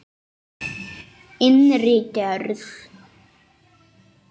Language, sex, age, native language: Icelandic, male, 8, Icelandic